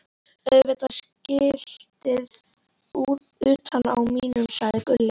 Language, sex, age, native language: Icelandic, female, 11, Icelandic